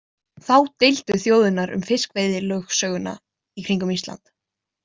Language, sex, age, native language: Icelandic, female, 20-29, Icelandic